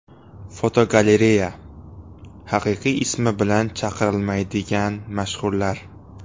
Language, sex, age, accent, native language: Uzbek, male, 18-24, Xorazm, Uzbek